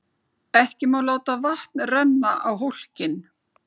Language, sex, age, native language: Icelandic, female, 40-49, Icelandic